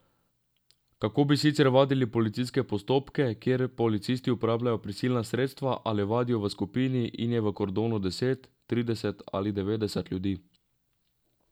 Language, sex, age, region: Slovenian, male, 18-29, Drava region